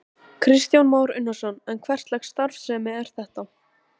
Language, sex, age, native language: Icelandic, female, 13, Icelandic